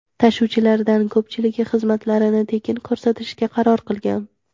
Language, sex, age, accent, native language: Uzbek, female, 18-24, Toshkent shahri, Uzbek